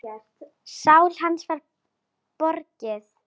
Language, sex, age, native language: Icelandic, female, 9, Icelandic